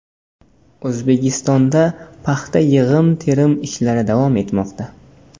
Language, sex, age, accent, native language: Uzbek, male, 18-24, Namangan, Uzbek